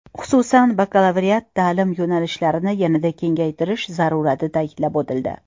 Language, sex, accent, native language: Uzbek, female, Toshkent shahri, Uzbek